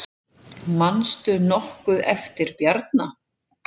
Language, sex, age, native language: Icelandic, female, 7, Icelandic